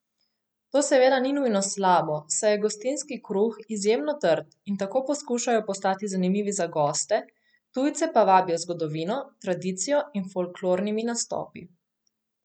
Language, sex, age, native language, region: Slovenian, female, 18-29, Slovenian, Coastal Karst region